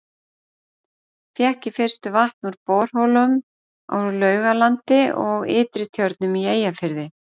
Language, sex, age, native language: Icelandic, female, 40-49, Icelandic